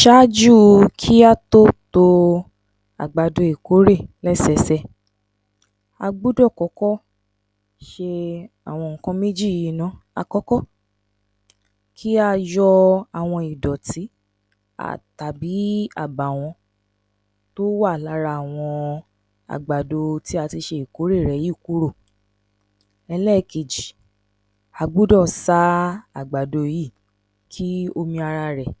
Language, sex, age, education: Yoruba, female, 30-45, tertiary